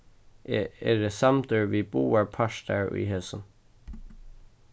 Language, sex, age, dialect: Faroese, male, 15-35, Suðurstreymoy